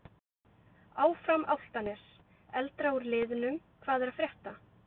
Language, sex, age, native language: Icelandic, female, 20-29, Icelandic